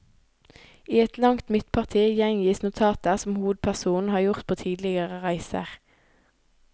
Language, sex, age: Norwegian, female, 18